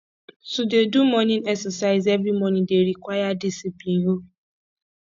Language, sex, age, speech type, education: Nigerian Pidgin, female, 15-29, spontaneous, tertiary